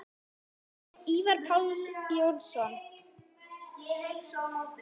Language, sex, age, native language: Icelandic, female, 9, Icelandic